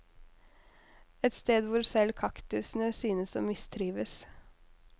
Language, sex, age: Norwegian, female, 21